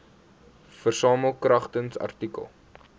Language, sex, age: Afrikaans, male, 18